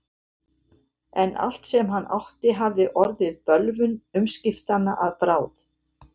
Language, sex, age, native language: Icelandic, female, 70-79, Icelandic